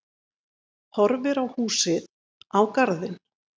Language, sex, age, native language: Icelandic, female, 30-39, Icelandic